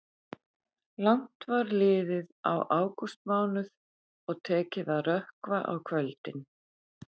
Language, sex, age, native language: Icelandic, female, 50-59, Icelandic